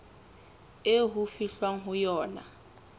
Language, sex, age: Southern Sotho, female, 21